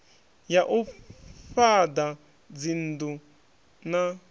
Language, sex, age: Venda, male, 26